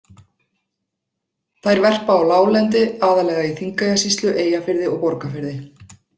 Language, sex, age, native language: Icelandic, female, 40-49, Icelandic